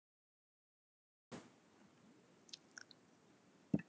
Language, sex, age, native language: Icelandic, female, 70-79, Icelandic